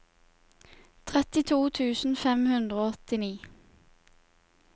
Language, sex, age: Norwegian, female, 21